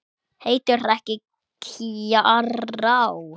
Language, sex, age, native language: Icelandic, male, 8, Icelandic